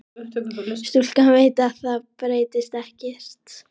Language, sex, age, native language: Icelandic, male, 12, Icelandic